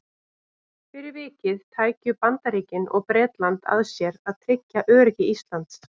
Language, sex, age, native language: Icelandic, female, 30-39, Icelandic